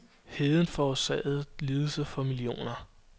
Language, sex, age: Danish, male, 22